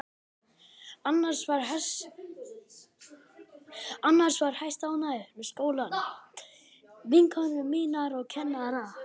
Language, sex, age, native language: Icelandic, male, 12, Icelandic